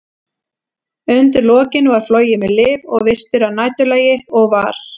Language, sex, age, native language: Icelandic, female, 40-49, Icelandic